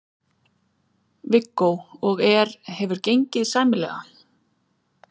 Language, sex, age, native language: Icelandic, female, 40-49, Icelandic